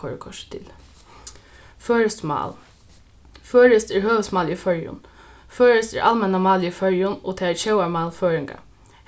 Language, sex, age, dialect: Faroese, female, 15-35, Norðuroyggjar